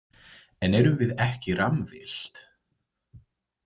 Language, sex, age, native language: Icelandic, male, 20-29, English